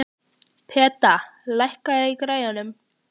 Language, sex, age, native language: Icelandic, female, 14, Icelandic